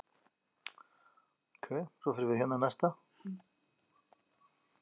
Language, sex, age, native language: Icelandic, other, 50-59, Icelandic